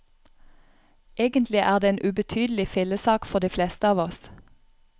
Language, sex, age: Norwegian, female, 31